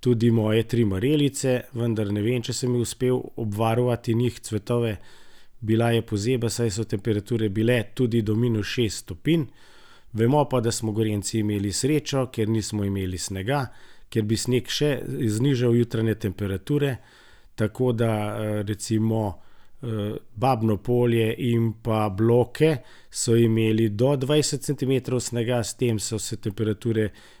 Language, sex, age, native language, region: Slovenian, male, 60+, Slovenian, Gorenjska region